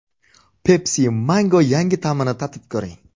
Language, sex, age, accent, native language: Uzbek, male, 25-34, Surxondaryo, Uzbek